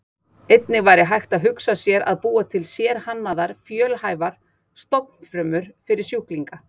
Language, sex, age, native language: Icelandic, female, 40-49, Icelandic